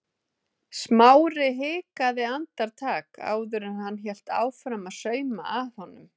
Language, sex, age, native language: Icelandic, female, 30-39, Icelandic